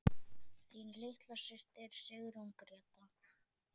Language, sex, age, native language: Icelandic, female, 10, Icelandic